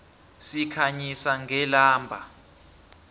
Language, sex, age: South Ndebele, male, 23